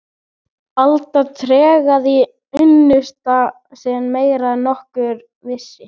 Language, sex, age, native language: Icelandic, male, 13, Icelandic